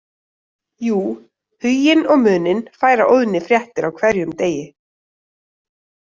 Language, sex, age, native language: Icelandic, female, 30-39, Icelandic